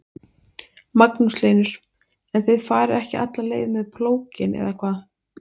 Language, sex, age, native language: Icelandic, female, 20-29, Icelandic